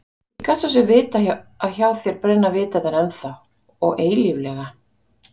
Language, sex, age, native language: Icelandic, female, 50-59, Icelandic